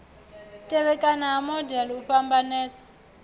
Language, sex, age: Venda, female, 28